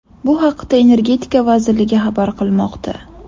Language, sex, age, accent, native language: Uzbek, female, 18-24, Andijon, Uzbek